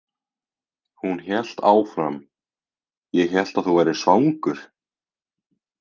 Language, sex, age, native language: Icelandic, male, 18-19, Icelandic